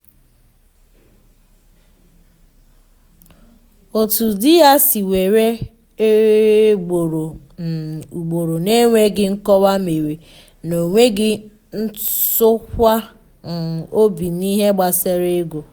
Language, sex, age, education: Igbo, female, 15-29, tertiary